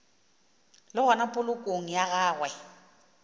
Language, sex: Northern Sotho, female